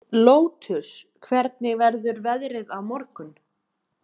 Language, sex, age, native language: Icelandic, female, 20-29, Icelandic